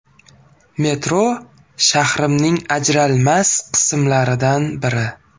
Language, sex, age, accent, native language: Uzbek, male, 18-24, Farg'ona, Uzbek